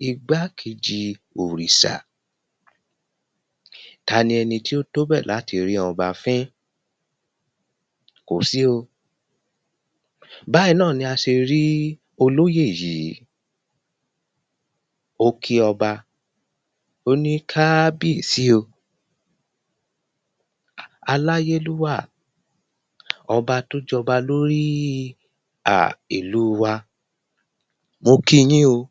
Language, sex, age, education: Yoruba, male, 30-45, primary